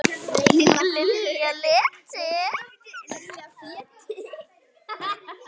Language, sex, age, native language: Icelandic, female, 8, Icelandic